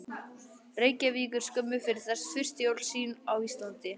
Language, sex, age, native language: Icelandic, male, 11, Icelandic